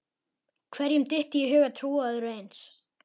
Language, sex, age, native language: Icelandic, male, 11, Icelandic